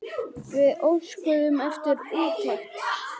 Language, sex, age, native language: Icelandic, male, 10, Icelandic